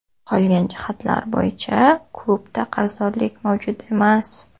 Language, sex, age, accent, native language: Uzbek, female, 18-24, Toshkent shahri, Uzbek